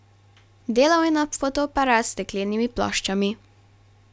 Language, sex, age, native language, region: Slovenian, female, 12-17, Slovenian, Carinthia region